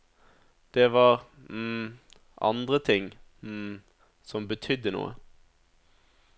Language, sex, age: Norwegian, male, 27